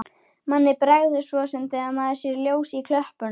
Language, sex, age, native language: Icelandic, female, 13, Icelandic